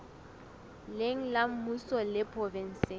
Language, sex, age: Southern Sotho, female, 19